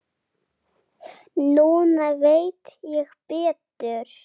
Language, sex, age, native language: Icelandic, female, 8, Icelandic